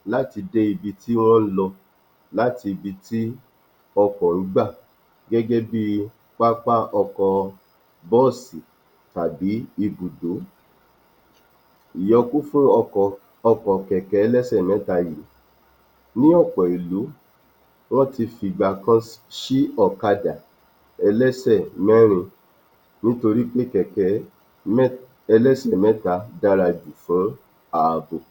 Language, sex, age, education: Yoruba, male, 46-60, tertiary